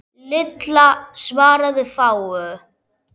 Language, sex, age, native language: Icelandic, male, 10, Icelandic